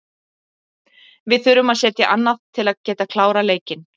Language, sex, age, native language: Icelandic, female, 30-39, Icelandic